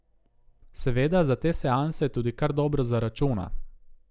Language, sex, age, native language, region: Slovenian, male, 18-29, Slovenian, Gorica region